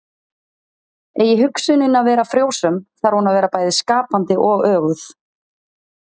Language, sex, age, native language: Icelandic, female, 30-39, Icelandic